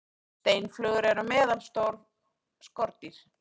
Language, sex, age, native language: Icelandic, female, 30-39, Icelandic